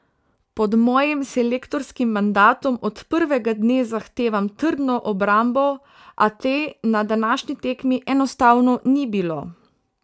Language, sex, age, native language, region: Slovenian, female, 18-29, Slovenian, Savinja region